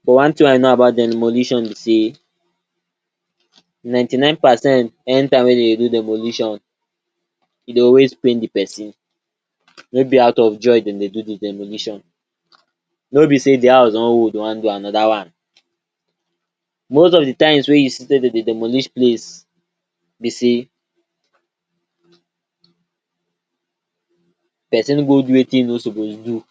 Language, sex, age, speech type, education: Nigerian Pidgin, male, 46-60, spontaneous, tertiary